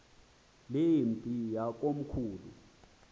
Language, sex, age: Xhosa, male, 20